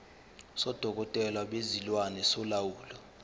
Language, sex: Zulu, male